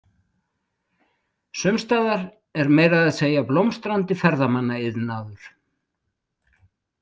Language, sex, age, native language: Icelandic, male, 60-69, Icelandic